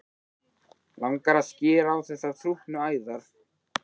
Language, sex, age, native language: Icelandic, male, 13, Icelandic